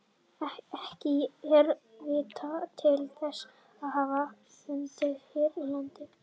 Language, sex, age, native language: Icelandic, male, 30-39, Icelandic